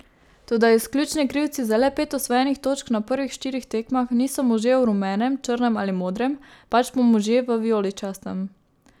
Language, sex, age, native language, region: Slovenian, female, 18-29, Slovenian, Savinja region